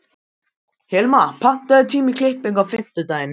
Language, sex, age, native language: Icelandic, male, 13, Icelandic